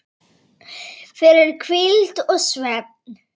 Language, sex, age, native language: Icelandic, female, 9, Icelandic